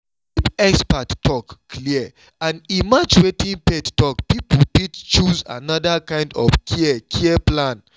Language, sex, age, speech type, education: Nigerian Pidgin, male, 30-45, spontaneous, tertiary